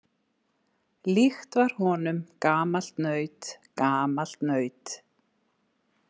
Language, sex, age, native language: Icelandic, female, 60-69, Icelandic